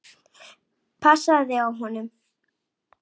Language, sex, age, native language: Icelandic, female, 7, Icelandic